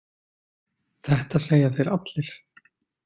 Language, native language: Icelandic, Icelandic